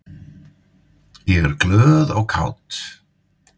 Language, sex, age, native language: Icelandic, male, 50-59, Icelandic